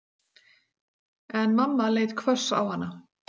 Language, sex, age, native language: Icelandic, female, 40-49, Icelandic